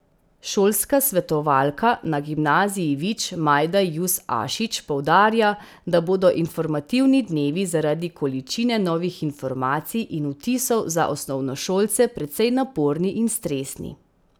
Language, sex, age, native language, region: Slovenian, female, 30-49, Slovenian, Central Slovenia